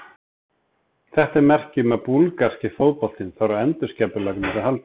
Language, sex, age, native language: Icelandic, male, 30-39, Icelandic